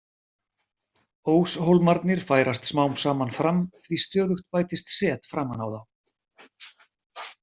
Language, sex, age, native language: Icelandic, male, 40-49, Icelandic